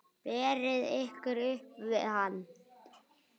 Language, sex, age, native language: Icelandic, male, 9, Icelandic